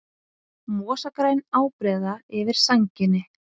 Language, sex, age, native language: Icelandic, female, 50-59, Icelandic